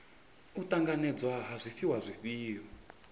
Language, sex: Venda, male